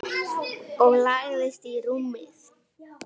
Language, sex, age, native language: Icelandic, female, 10, Icelandic